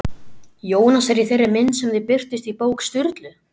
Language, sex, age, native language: Icelandic, male, 12, Icelandic